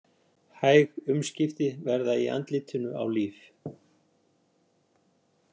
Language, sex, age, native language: Icelandic, male, 60-69, Icelandic